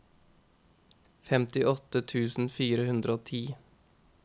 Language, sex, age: Norwegian, male, 21